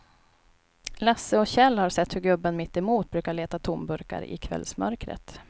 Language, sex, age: Swedish, female, 29